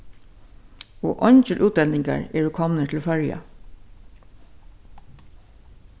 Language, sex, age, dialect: Faroese, female, 61+, Suðurstreymoy